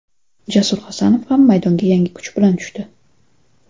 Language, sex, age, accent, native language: Uzbek, female, 25-34, Toshkent shahri, Uzbek